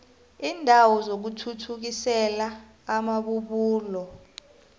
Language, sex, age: South Ndebele, female, 25